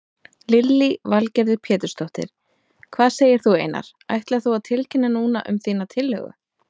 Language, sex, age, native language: Icelandic, female, 30-39, Icelandic